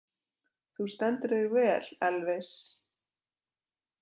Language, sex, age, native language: Icelandic, female, 20-29, Icelandic